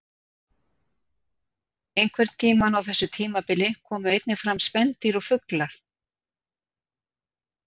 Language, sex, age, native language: Icelandic, female, 60-69, Icelandic